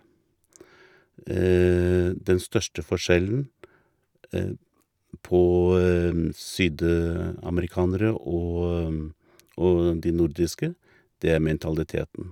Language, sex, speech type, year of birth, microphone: Norwegian, male, spontaneous, 1958, Shure